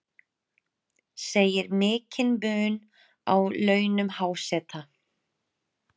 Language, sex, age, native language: Icelandic, female, 30-39, Icelandic